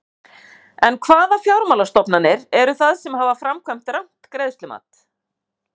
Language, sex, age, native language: Icelandic, female, 50-59, Icelandic